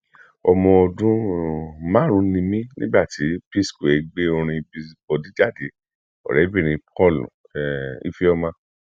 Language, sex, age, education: Yoruba, male, 46-60, tertiary